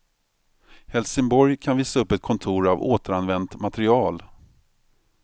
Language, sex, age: Swedish, male, 45